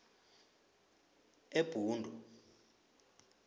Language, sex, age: South Ndebele, male, 20